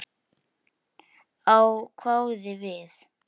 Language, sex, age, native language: Icelandic, male, 8, Icelandic